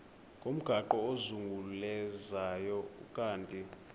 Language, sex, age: Xhosa, male, 20